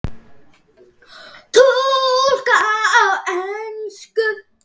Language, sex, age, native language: Icelandic, male, 10, Icelandic